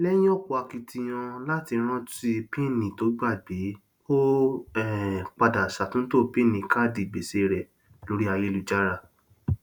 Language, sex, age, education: Yoruba, male, 30-45, tertiary